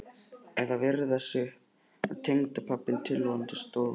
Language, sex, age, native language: Icelandic, male, 11, Icelandic